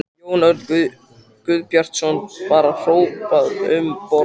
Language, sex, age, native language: Icelandic, male, 14, Icelandic